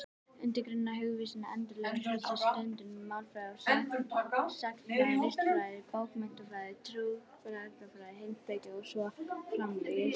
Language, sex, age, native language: Icelandic, female, 18-19, Icelandic